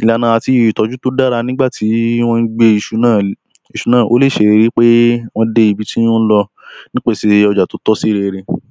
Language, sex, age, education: Yoruba, male, 15-29, primary